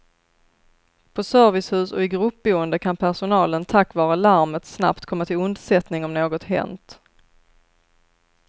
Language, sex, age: Swedish, female, 33